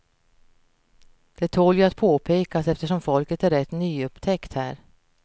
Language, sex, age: Swedish, female, 48